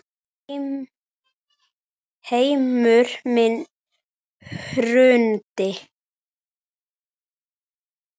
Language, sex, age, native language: Icelandic, male, 9, Icelandic